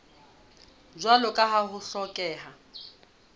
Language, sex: Southern Sotho, female